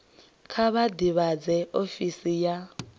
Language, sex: Venda, female